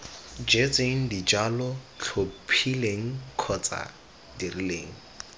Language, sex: Tswana, male